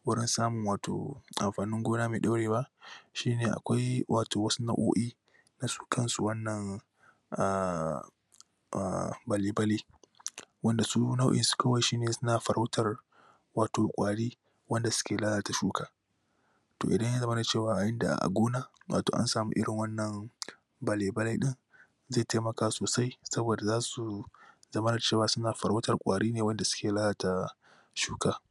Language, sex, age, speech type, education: Hausa, male, 15-29, spontaneous, tertiary